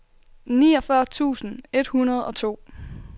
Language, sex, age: Danish, female, 24